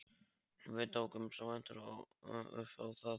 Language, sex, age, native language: Icelandic, male, 13, Polish